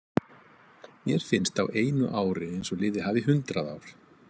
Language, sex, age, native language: Icelandic, male, 50-59, Icelandic